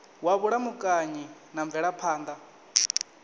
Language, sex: Venda, male